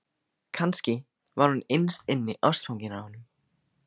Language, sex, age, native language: Icelandic, male, 15, Icelandic